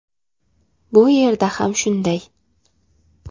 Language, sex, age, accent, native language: Uzbek, female, 18-24, Andijon, Uzbek